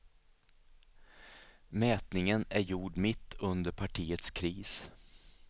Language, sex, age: Swedish, male, 37